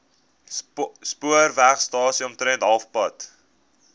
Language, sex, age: Afrikaans, male, 19